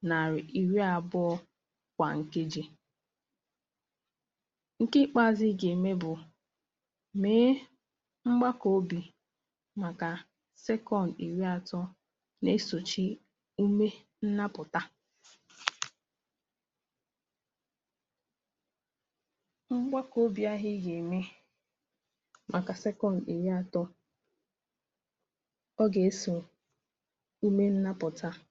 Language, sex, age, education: Igbo, female, 15-29, tertiary